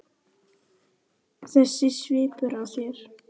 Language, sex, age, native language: Icelandic, male, 10, Icelandic